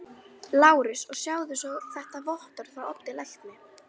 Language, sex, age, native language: Icelandic, female, 11, Icelandic